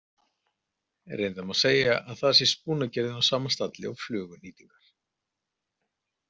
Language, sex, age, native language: Icelandic, male, 40-49, Icelandic